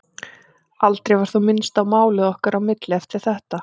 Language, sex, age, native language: Icelandic, female, 40-49, Icelandic